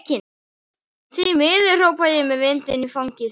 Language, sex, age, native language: Icelandic, male, 11, Icelandic